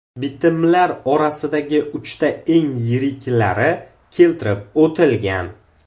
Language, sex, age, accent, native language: Uzbek, male, 18-24, Samarqand, Uzbek